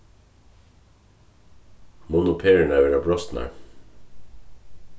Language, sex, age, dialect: Faroese, male, 36-60, Suðurstreymoy